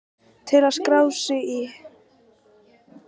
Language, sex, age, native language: Icelandic, female, 18-19, Icelandic